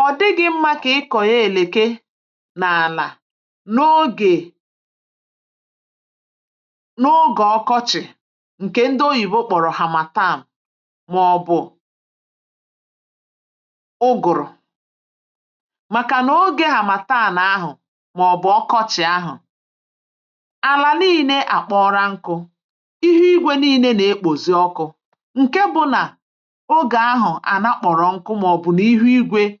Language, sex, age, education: Igbo, female, 46-60, tertiary